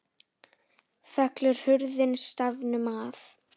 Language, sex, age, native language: Icelandic, female, 10, Icelandic